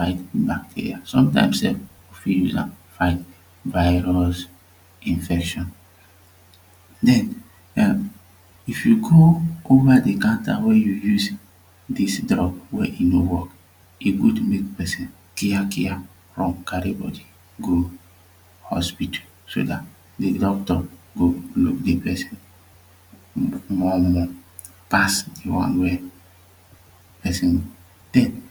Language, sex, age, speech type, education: Nigerian Pidgin, male, 30-45, spontaneous, tertiary